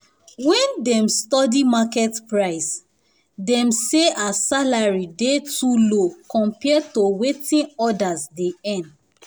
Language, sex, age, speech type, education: Nigerian Pidgin, female, 15-29, spontaneous, tertiary